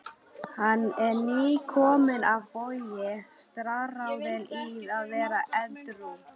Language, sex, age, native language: Icelandic, female, 13, Icelandic